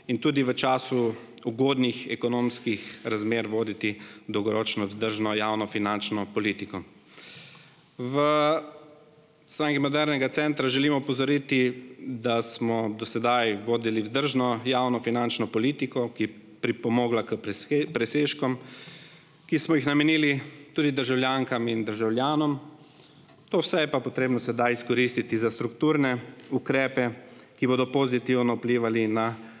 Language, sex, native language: Slovenian, male, Slovenian